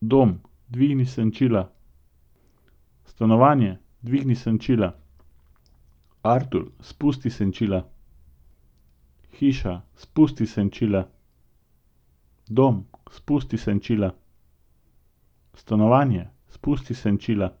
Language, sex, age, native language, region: Slovenian, male, 50-59, Slovenian, Central Slovenia